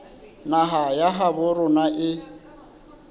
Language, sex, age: Southern Sotho, male, 29